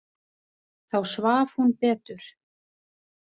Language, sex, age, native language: Icelandic, female, 40-49, Icelandic